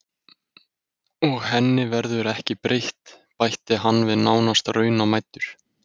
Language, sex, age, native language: Icelandic, male, 20-29, Icelandic